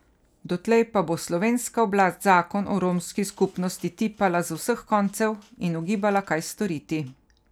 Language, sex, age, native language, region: Slovenian, female, 50-59, Slovenian, Carinthia region